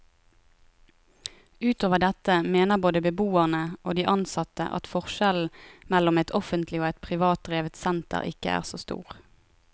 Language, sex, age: Norwegian, female, 23